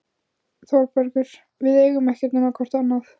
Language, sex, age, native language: Icelandic, female, 15, Icelandic